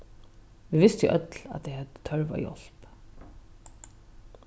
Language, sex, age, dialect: Faroese, female, 36-60, Norðuroyggjar